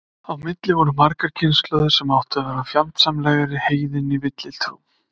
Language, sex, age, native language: Icelandic, male, 30-39, Icelandic